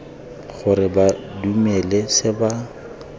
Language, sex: Tswana, male